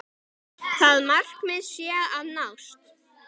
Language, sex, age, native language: Icelandic, male, 10, Icelandic